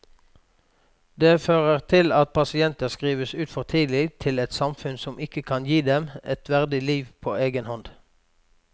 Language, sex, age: Norwegian, male, 46